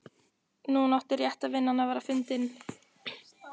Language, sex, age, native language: Icelandic, female, 14, Icelandic